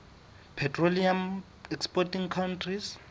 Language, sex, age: Southern Sotho, male, 22